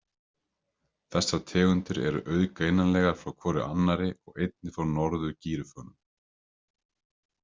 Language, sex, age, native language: Icelandic, male, 30-39, Icelandic